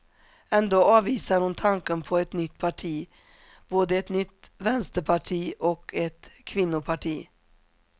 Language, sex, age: Swedish, female, 47